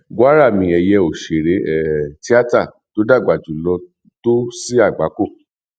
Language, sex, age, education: Yoruba, male, 46-60, tertiary